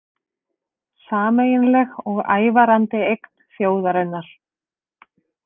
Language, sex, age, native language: Icelandic, female, 30-39, Icelandic